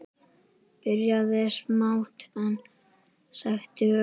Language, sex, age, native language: Icelandic, male, 10, Icelandic